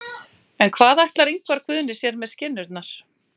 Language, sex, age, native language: Icelandic, female, 40-49, Icelandic